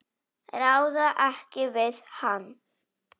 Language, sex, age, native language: Icelandic, female, 7, Polish